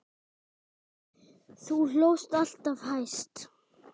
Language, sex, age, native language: Icelandic, male, 10, Icelandic